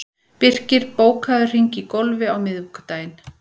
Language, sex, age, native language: Icelandic, female, 40-49, Icelandic